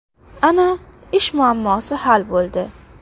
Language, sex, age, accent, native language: Uzbek, female, under 19, Qashqadaryo, Uzbek